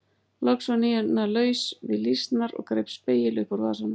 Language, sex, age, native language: Icelandic, female, 40-49, Icelandic